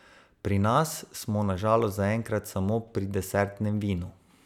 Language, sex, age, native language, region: Slovenian, male, 30-49, Slovenian, Savinja region